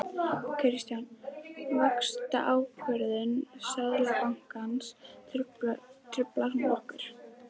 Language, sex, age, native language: Icelandic, female, 11, Icelandic